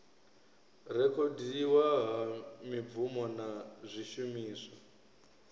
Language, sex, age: Venda, male, 23